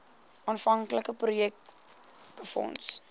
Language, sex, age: Afrikaans, female, 21